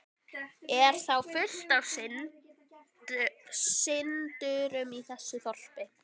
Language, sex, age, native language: Icelandic, female, 12, Icelandic